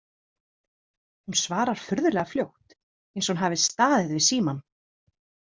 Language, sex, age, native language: Icelandic, female, 30-39, Icelandic